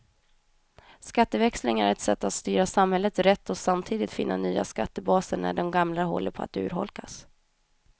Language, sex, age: Swedish, female, 31